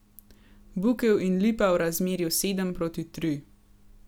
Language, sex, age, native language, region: Slovenian, female, 18-29, Slovenian, Gorenjska region